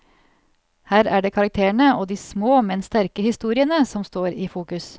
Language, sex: Norwegian, female